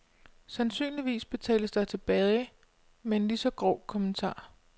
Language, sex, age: Danish, female, 25